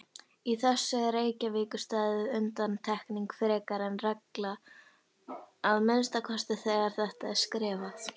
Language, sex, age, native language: Icelandic, female, 18-19, Icelandic